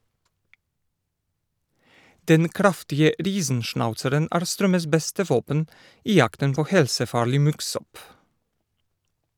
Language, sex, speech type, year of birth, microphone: Norwegian, male, read, 1973, Shure